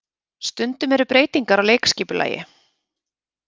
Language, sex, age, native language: Icelandic, female, 30-39, Icelandic